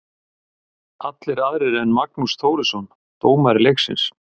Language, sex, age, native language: Icelandic, male, 50-59, Icelandic